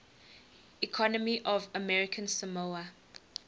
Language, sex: English, female